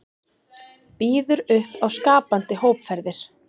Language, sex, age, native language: Icelandic, female, 40-49, Icelandic